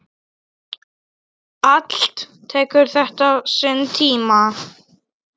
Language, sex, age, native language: Icelandic, male, 8, Polish